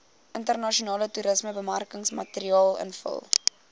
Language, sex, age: Afrikaans, female, 21